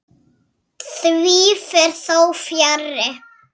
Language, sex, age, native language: Icelandic, female, 6, Icelandic